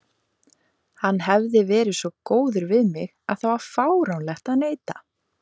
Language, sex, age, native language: Icelandic, female, 20-29, Icelandic